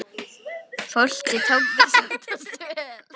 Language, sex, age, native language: Icelandic, female, 10, Icelandic